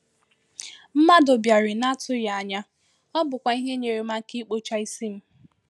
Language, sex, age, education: Igbo, female, 15-29, tertiary